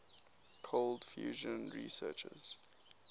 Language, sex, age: English, male, 19